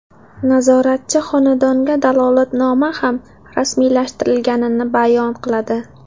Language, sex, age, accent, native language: Uzbek, female, 19-29, Samarqand, Uzbek